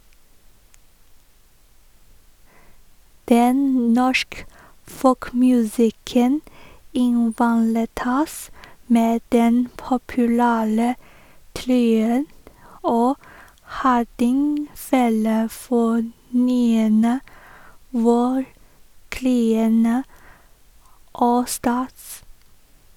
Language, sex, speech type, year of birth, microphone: Norwegian, female, read, 1986, Shure